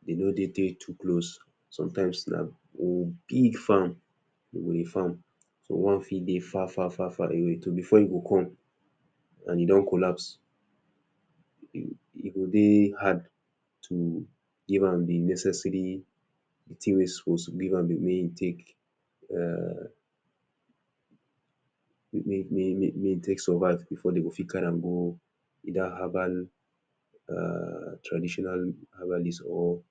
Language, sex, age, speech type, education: Nigerian Pidgin, male, 30-45, spontaneous, tertiary